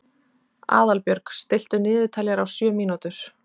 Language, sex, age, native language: Icelandic, female, 30-39, Icelandic